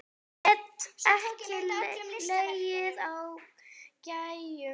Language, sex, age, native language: Icelandic, female, 8, Icelandic